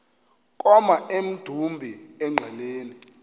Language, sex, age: Xhosa, male, 33